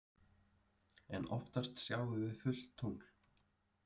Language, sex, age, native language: Icelandic, male, 30-39, Icelandic